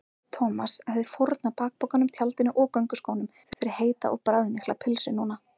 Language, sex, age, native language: Icelandic, female, 30-39, Icelandic